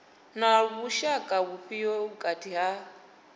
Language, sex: Venda, female